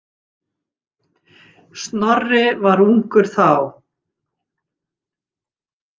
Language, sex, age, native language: Icelandic, female, 60-69, Icelandic